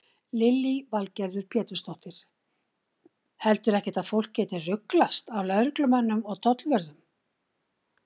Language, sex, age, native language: Icelandic, female, 60-69, Icelandic